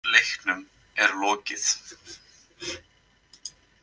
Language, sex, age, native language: Icelandic, male, 20-29, Icelandic